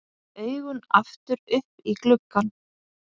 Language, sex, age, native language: Icelandic, female, 50-59, Icelandic